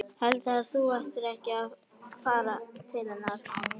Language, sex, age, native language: Icelandic, female, 11, Icelandic